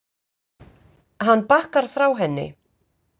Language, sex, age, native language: Icelandic, female, 50-59, Icelandic